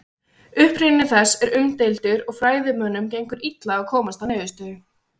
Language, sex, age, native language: Icelandic, female, 16, Icelandic